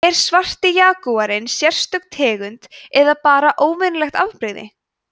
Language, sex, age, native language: Icelandic, female, 20-29, Icelandic